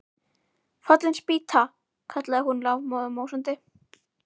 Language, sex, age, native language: Icelandic, female, 11, Icelandic